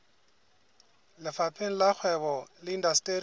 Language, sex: Southern Sotho, male